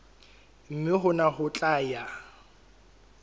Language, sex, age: Southern Sotho, male, 23